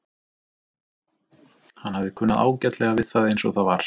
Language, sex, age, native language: Icelandic, male, 30-39, Icelandic